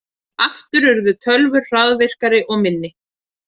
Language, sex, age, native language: Icelandic, female, 30-39, Icelandic